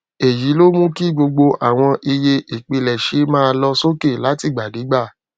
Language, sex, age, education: Yoruba, male, 30-45, tertiary